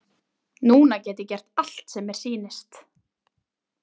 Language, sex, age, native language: Icelandic, female, 20-29, Icelandic